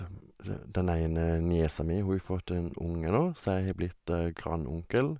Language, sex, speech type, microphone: Norwegian, male, spontaneous, Sennheiser